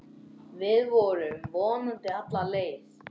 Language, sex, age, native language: Icelandic, male, 10, Icelandic